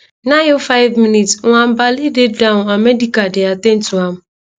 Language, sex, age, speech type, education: Nigerian Pidgin, female, 15-29, spontaneous, tertiary